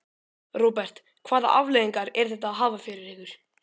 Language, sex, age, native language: Icelandic, male, 12, Icelandic